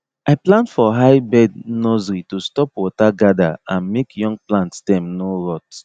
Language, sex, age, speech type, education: Nigerian Pidgin, male, 30-45, spontaneous, tertiary